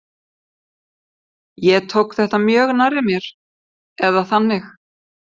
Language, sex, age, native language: Icelandic, female, 50-59, Icelandic